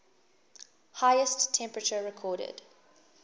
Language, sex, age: English, female, 19